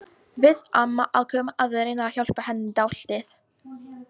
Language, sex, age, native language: Icelandic, female, 18-19, Polish